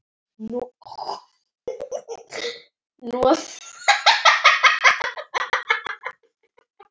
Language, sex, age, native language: Icelandic, female, 8, Icelandic